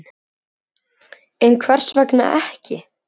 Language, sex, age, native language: Icelandic, male, 10, Icelandic